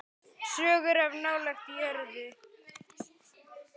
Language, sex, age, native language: Icelandic, male, 9, Icelandic